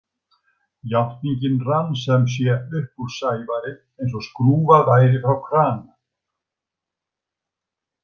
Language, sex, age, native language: Icelandic, male, 60-69, Icelandic